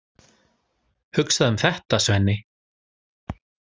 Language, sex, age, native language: Icelandic, male, 40-49, Icelandic